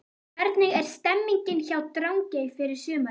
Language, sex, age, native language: Icelandic, female, 11, Icelandic